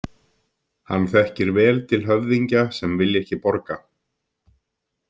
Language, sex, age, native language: Icelandic, male, 50-59, Icelandic